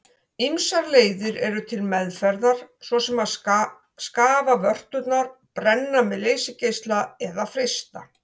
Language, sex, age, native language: Icelandic, female, 60-69, Icelandic